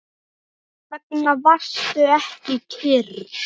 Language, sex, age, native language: Icelandic, male, 10, Icelandic